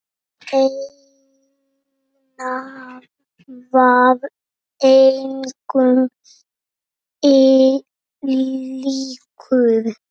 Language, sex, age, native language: Icelandic, male, 6, Icelandic